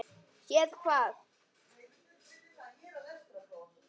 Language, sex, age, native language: Icelandic, male, 9, Icelandic